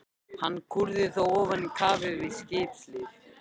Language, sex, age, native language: Icelandic, male, 13, Icelandic